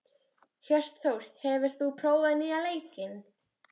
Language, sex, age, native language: Icelandic, female, 13, Icelandic